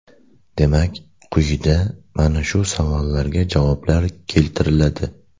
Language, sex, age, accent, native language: Uzbek, male, 18-24, Namangan, Uzbek